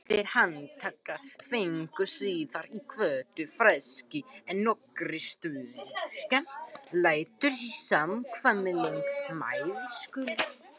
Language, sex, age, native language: Icelandic, male, 18-19, Icelandic